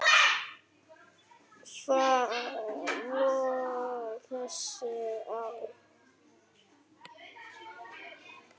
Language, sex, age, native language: Icelandic, female, 9, Icelandic